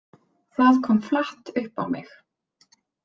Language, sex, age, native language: Icelandic, female, 30-39, Icelandic